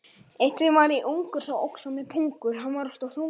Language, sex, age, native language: Icelandic, male, 9, Icelandic